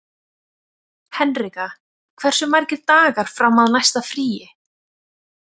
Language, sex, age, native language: Icelandic, female, 20-29, Icelandic